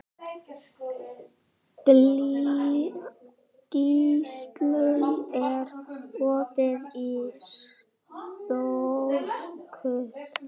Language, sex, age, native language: Icelandic, other, 11, Icelandic